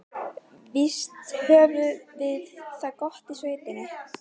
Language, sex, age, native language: Icelandic, female, 12, Icelandic